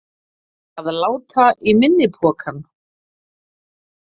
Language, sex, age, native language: Icelandic, female, 30-39, Icelandic